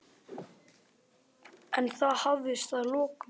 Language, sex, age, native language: Icelandic, male, 8, Icelandic